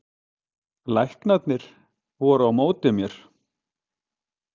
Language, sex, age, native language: Icelandic, male, 50-59, Icelandic